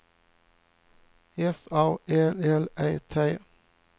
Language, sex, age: Swedish, male, 40